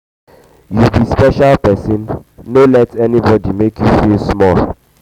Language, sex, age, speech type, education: Nigerian Pidgin, male, 15-29, spontaneous, tertiary